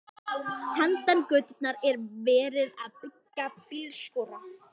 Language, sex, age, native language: Icelandic, female, 11, Icelandic